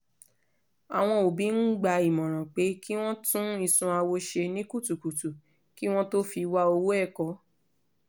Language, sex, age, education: Yoruba, female, 15-29, tertiary